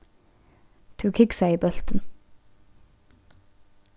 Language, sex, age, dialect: Faroese, female, 15-35, Norðurstreymoy/Eysturoy